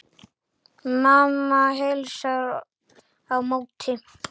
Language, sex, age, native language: Icelandic, male, 8, Icelandic